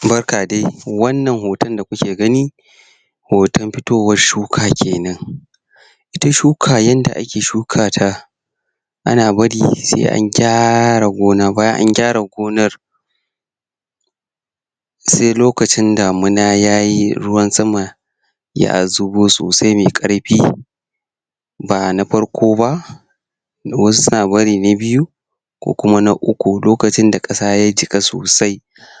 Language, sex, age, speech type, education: Hausa, male, 30-45, spontaneous, primary